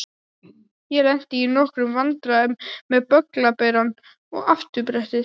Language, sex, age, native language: Icelandic, male, 12, Icelandic